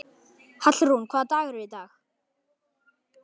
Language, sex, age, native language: Icelandic, male, 11, Icelandic